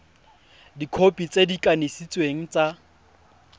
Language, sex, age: Tswana, male, 20